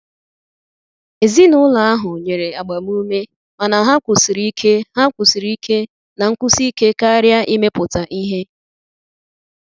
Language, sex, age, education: Igbo, female, 15-29, tertiary